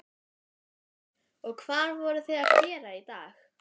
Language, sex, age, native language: Icelandic, female, 11, Icelandic